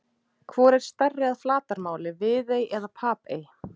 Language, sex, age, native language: Icelandic, female, 30-39, Icelandic